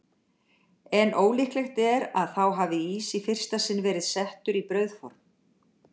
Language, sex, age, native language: Icelandic, female, 60-69, Icelandic